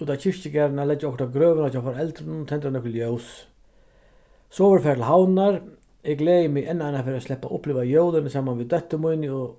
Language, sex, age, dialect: Faroese, male, 36-60, Vágar